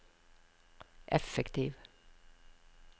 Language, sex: Norwegian, female